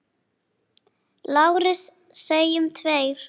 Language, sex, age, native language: Icelandic, female, 10, Icelandic